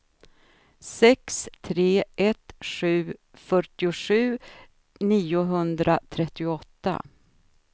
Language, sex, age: Swedish, female, 53